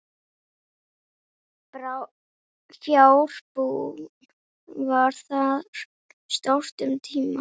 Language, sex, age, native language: Icelandic, female, 11, Icelandic